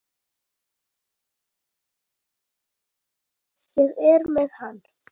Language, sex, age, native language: Icelandic, female, 7, Icelandic